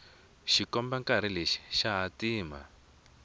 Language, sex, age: Tsonga, male, 20